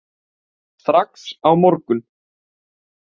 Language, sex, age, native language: Icelandic, male, 18-19, Icelandic